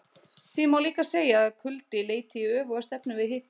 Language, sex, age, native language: Icelandic, male, 30-39, Icelandic